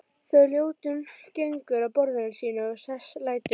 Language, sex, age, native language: Icelandic, female, 12, Icelandic